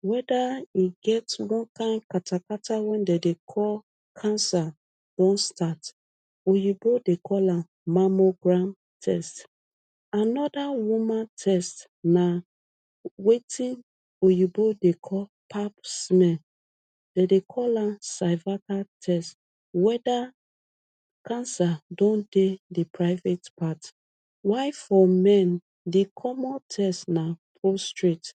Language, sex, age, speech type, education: Nigerian Pidgin, female, 30-45, spontaneous, tertiary